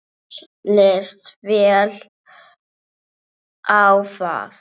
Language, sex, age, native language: Icelandic, female, 7, English